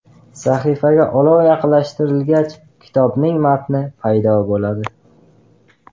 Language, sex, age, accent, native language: Uzbek, male, 18-24, Qashqadaryo, Uzbek